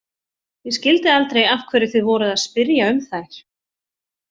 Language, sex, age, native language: Icelandic, female, 40-49, Icelandic